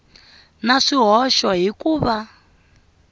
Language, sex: Tsonga, female